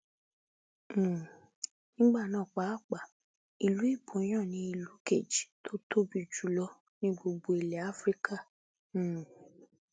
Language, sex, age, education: Yoruba, female, 15-29, tertiary